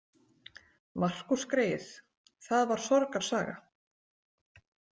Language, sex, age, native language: Icelandic, female, 40-49, Icelandic